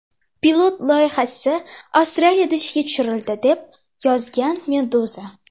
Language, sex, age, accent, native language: Uzbek, female, under 19, Toshkent shahri, Uzbek